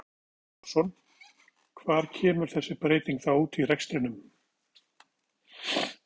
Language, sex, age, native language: Icelandic, male, 50-59, Icelandic